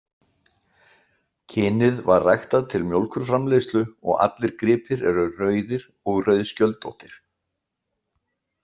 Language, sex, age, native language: Icelandic, male, 60-69, Icelandic